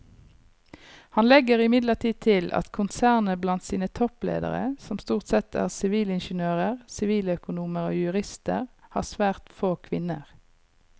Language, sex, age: Norwegian, female, 39